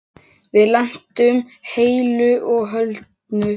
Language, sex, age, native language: Icelandic, male, 6, Icelandic